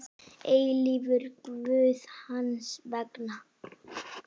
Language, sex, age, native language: Icelandic, female, 8, Icelandic